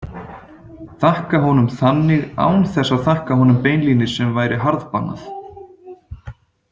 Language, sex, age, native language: Icelandic, male, 30-39, Icelandic